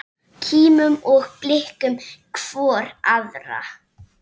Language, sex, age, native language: Icelandic, female, 6, Icelandic